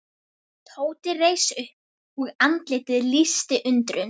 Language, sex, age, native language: Icelandic, female, 11, Icelandic